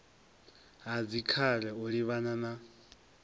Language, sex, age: Venda, male, 23